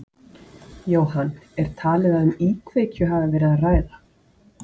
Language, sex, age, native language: Icelandic, female, 40-49, Icelandic